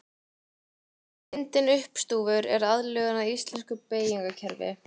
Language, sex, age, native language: Icelandic, female, 18-19, Icelandic